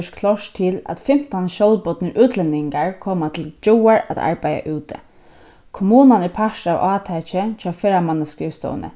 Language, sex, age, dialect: Faroese, female, 15-35, Suðurstreymoy